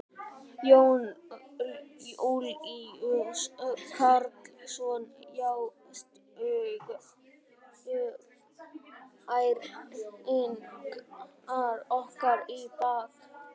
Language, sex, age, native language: Icelandic, male, 12, Icelandic